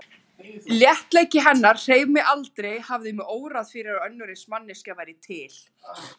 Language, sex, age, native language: Icelandic, female, 20-29, Icelandic